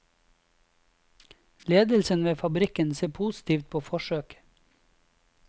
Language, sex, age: Norwegian, male, 26